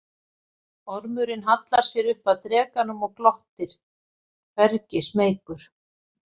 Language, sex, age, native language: Icelandic, female, 50-59, Icelandic